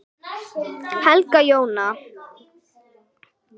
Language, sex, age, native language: Icelandic, female, 8, Icelandic